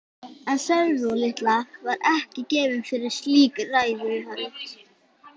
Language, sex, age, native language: Icelandic, female, 11, Icelandic